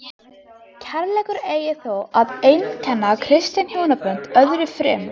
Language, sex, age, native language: Icelandic, female, 13, Icelandic